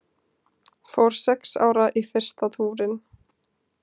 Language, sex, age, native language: Icelandic, female, 20-29, Icelandic